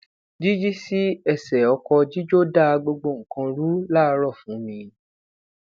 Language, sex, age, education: Yoruba, male, 15-29, tertiary